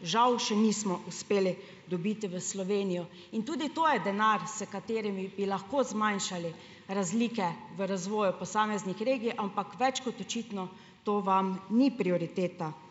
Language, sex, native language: Slovenian, female, Slovenian